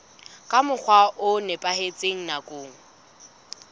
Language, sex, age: Southern Sotho, female, 20